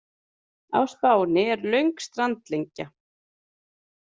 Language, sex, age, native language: Icelandic, female, 30-39, Icelandic